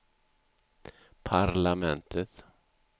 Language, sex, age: Swedish, male, 64